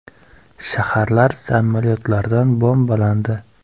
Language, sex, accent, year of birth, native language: Uzbek, male, Samarqand, 2002, Uzbek